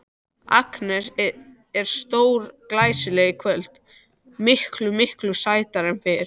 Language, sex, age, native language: Icelandic, other, 13, Icelandic